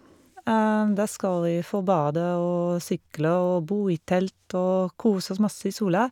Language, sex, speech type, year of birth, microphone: Norwegian, female, spontaneous, 1971, Shure